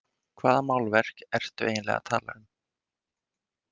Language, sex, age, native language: Icelandic, male, 20-29, Icelandic